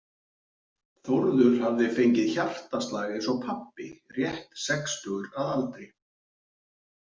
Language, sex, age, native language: Icelandic, male, 40-49, Icelandic